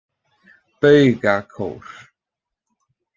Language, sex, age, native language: Icelandic, male, 20-29, Icelandic